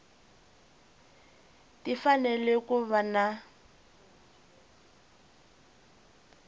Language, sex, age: Tsonga, female, 20